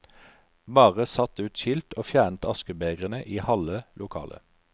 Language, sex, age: Norwegian, male, 43